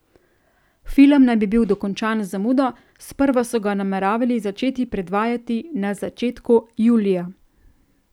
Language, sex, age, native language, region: Slovenian, female, 30-49, Slovenian, Central Slovenia